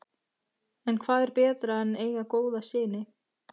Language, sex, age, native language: Icelandic, female, 14, Icelandic